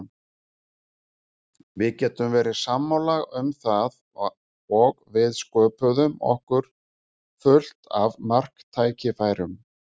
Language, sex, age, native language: Icelandic, male, 50-59, Icelandic